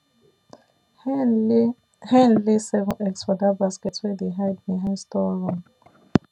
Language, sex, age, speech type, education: Nigerian Pidgin, female, 15-29, spontaneous, tertiary